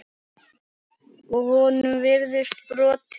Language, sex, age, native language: Icelandic, female, 9, Icelandic